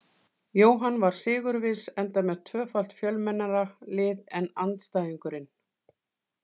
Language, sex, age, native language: Icelandic, female, 40-49, Icelandic